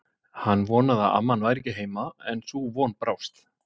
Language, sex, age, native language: Icelandic, male, 50-59, Icelandic